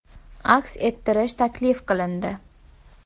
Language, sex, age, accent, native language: Uzbek, female, 18-24, Toshkent viloyati, Uzbek